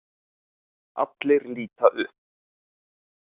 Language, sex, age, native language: Icelandic, male, 30-39, Icelandic